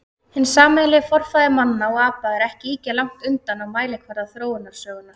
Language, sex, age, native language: Icelandic, female, 30-39, Icelandic